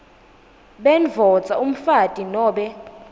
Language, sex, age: Swati, female, 19